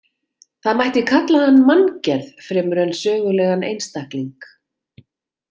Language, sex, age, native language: Icelandic, female, 40-49, Icelandic